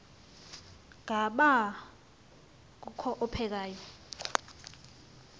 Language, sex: Xhosa, female